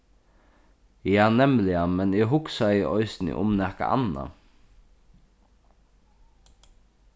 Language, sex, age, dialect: Faroese, male, 36-60, Norðurstreymoy/Eysturoy